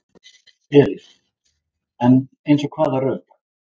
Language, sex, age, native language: Icelandic, male, 20-29, Icelandic